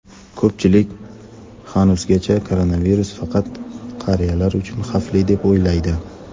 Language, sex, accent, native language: Uzbek, male, Toshkent shahri, Uzbek